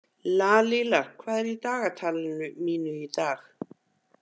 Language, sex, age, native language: Icelandic, female, 50-59, Icelandic